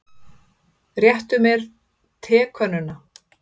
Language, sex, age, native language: Icelandic, female, 30-39, Icelandic